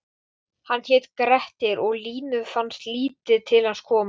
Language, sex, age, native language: Icelandic, male, 12, Icelandic